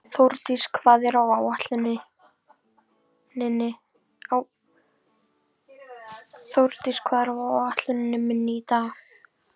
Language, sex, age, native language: Icelandic, female, 50-59, Icelandic